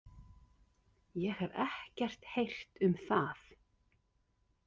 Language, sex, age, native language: Icelandic, female, 50-59, Icelandic